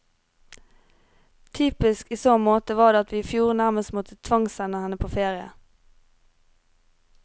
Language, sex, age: Norwegian, female, 23